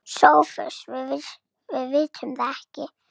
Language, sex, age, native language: Icelandic, female, 6, Icelandic